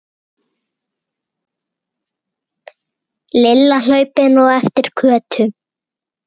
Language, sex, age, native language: Icelandic, male, 8, Icelandic